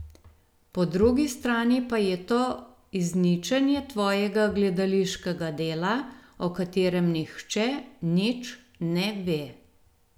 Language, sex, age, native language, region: Slovenian, female, 50-59, Slovenian, Gorenjska region